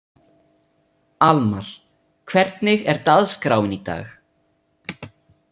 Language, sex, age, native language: Icelandic, male, 30-39, Italian